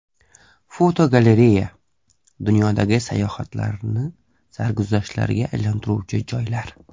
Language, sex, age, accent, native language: Uzbek, male, 18-24, Surxondaryo, Uzbek